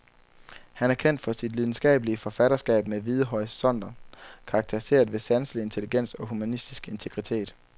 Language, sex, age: Danish, male, 23